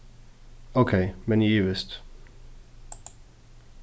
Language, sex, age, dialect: Faroese, male, 15-35, Suðurstreymoy